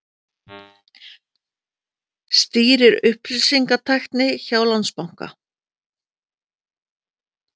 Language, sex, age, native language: Icelandic, female, 40-49, Icelandic